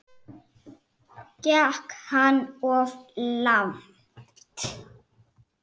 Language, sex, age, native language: Icelandic, male, 7, Icelandic